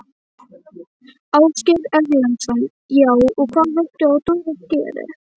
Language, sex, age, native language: Icelandic, female, 11, Icelandic